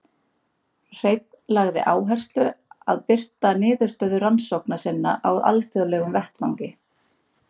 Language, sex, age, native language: Icelandic, female, 30-39, Icelandic